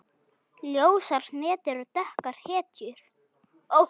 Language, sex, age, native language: Icelandic, female, 9, Icelandic